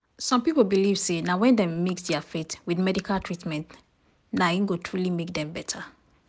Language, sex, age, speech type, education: Nigerian Pidgin, female, 30-45, spontaneous, tertiary